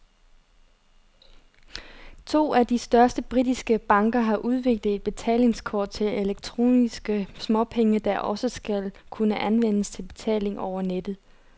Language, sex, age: Danish, female, 30